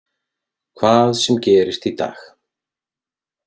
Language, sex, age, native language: Icelandic, male, 30-39, Icelandic